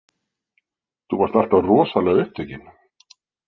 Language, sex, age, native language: Icelandic, male, 60-69, Icelandic